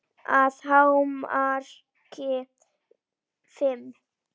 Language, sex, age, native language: Icelandic, female, 9, Icelandic